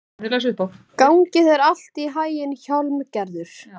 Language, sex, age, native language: Icelandic, female, 20-29, Icelandic